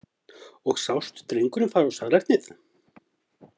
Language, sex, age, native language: Icelandic, male, 50-59, Icelandic